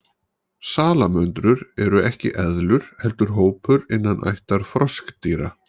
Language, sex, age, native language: Icelandic, male, 40-49, Icelandic